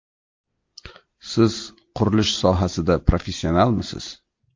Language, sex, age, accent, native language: Uzbek, male, 35+, Toshkent shahri, Uzbek